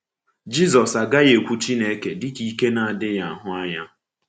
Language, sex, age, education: Igbo, male, 15-29, tertiary